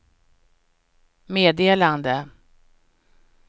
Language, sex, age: Swedish, female, 49